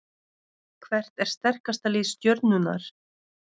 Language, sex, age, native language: Icelandic, female, 30-39, Russian